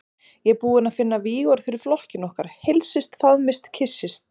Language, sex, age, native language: Icelandic, female, 30-39, Icelandic